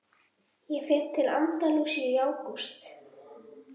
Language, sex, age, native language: Icelandic, female, 11, Icelandic